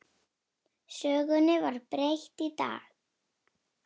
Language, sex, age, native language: Icelandic, female, 9, Icelandic